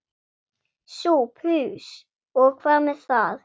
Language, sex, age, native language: Icelandic, female, 7, Swedish